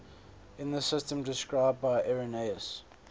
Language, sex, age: English, male, 22